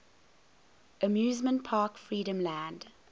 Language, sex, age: English, female, 21